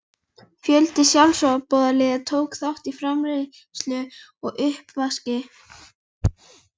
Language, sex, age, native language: Icelandic, female, 11, Icelandic